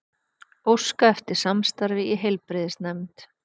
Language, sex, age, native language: Icelandic, female, 30-39, Icelandic